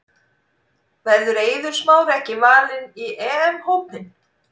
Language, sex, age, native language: Icelandic, female, 40-49, Icelandic